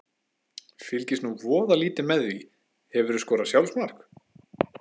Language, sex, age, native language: Icelandic, male, 20-29, Icelandic